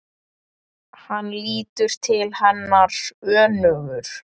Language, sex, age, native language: Icelandic, male, 10, Icelandic